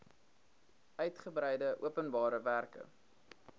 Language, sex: Afrikaans, male